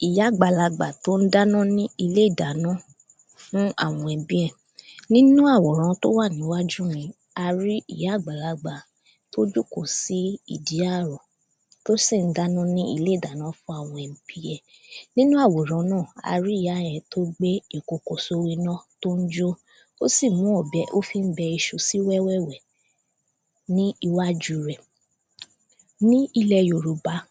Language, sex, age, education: Yoruba, female, 15-29, primary